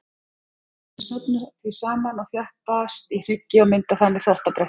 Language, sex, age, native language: Icelandic, female, 30-39, Icelandic